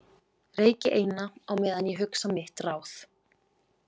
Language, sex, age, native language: Icelandic, female, 20-29, Icelandic